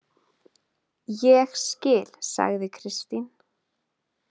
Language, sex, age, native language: Icelandic, female, 20-29, Icelandic